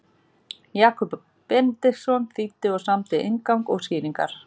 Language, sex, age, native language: Icelandic, female, 40-49, Icelandic